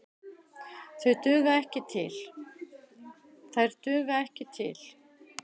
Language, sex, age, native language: Icelandic, female, 60-69, Icelandic